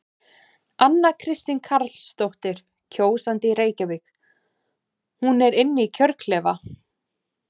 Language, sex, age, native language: Icelandic, female, 20-29, Icelandic